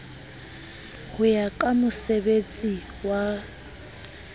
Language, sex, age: Southern Sotho, female, 30